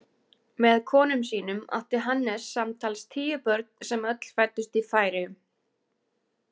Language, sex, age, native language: Icelandic, female, 20-29, Icelandic